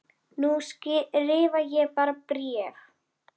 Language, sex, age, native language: Icelandic, female, 10, Icelandic